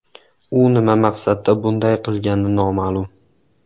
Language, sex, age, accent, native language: Uzbek, male, 18-24, Andijon, Uzbek